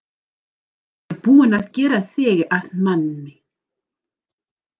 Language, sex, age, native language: Icelandic, female, 40-49, English